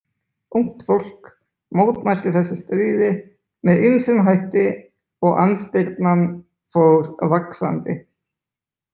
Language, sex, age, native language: Icelandic, male, 20-29, Icelandic